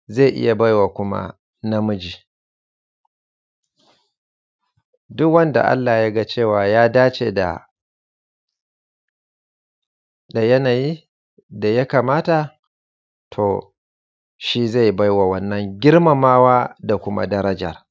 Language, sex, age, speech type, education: Hausa, male, 30-45, spontaneous, secondary